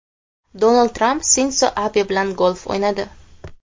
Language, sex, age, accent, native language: Uzbek, female, 18-24, Xorazm, Uzbek